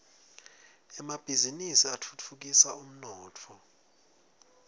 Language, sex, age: Swati, male, 20